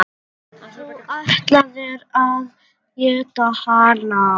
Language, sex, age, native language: Icelandic, female, 8, Icelandic